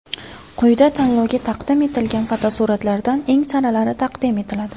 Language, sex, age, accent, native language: Uzbek, female, 18-24, Samarqand, Uzbek